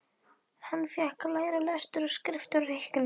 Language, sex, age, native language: Icelandic, female, 12, Icelandic